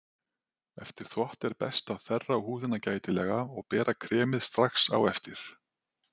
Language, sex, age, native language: Icelandic, male, 40-49, Icelandic